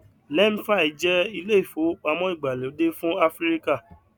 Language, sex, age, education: Yoruba, male, 15-29, tertiary